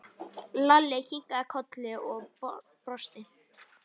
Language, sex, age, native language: Icelandic, male, 10, Icelandic